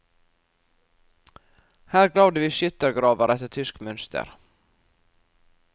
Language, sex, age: Norwegian, female, 44